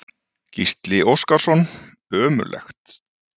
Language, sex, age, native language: Icelandic, male, 40-49, Icelandic